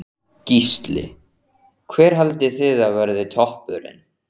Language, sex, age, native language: Icelandic, male, 14, Icelandic